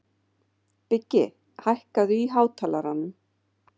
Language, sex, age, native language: Icelandic, female, 50-59, Icelandic